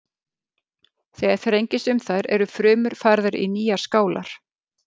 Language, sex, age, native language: Icelandic, female, 50-59, Icelandic